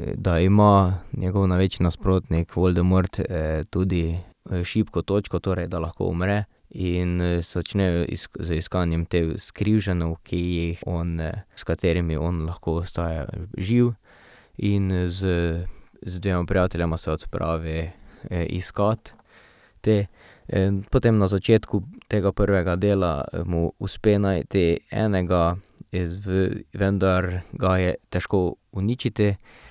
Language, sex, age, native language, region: Slovenian, male, 18-29, Slovenian, Drava region